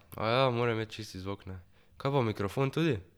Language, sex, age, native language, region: Slovenian, male, 12-17, Slovenian, Drava region